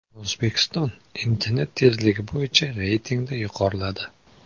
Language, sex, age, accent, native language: Uzbek, male, 18-24, Qoraqalpog'iston, Uzbek